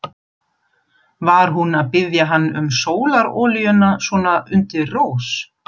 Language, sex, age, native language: Icelandic, female, 40-49, German